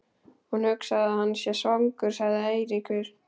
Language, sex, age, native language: Icelandic, male, 12, Icelandic